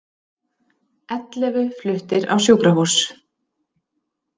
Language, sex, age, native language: Icelandic, female, 30-39, Icelandic